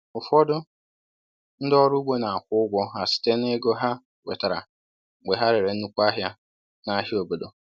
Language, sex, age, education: Igbo, male, 15-29, tertiary